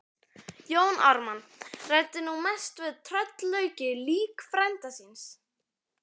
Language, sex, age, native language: Icelandic, female, 11, Icelandic